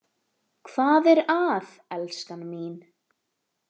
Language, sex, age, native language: Icelandic, female, 18-19, Icelandic